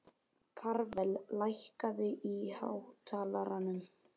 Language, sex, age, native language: Icelandic, male, 12, Icelandic